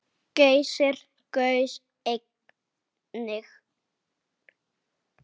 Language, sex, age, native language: Icelandic, male, 8, Icelandic